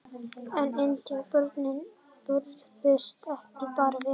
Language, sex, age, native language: Icelandic, male, 30-39, Icelandic